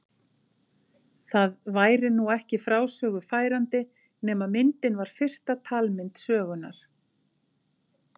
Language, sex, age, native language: Icelandic, female, 50-59, Icelandic